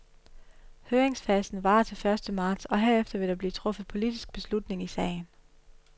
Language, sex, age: Danish, female, 31